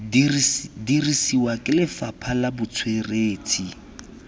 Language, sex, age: Tswana, male, 24